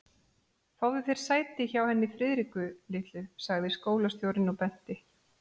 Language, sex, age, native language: Icelandic, female, 40-49, Icelandic